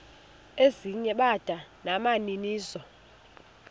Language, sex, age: Xhosa, female, 21